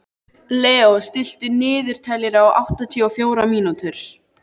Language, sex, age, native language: Icelandic, male, 13, Icelandic